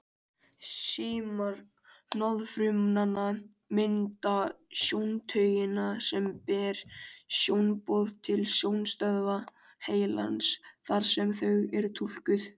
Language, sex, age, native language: Icelandic, male, 18-19, Icelandic